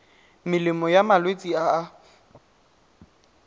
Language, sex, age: Tswana, male, 18